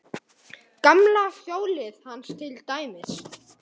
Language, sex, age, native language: Icelandic, male, 10, Icelandic